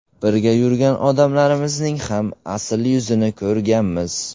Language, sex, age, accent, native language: Uzbek, male, 18-24, Surxondaryo, Uzbek